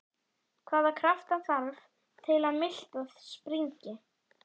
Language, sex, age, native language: Icelandic, female, 11, Icelandic